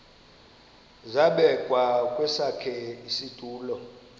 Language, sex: Xhosa, male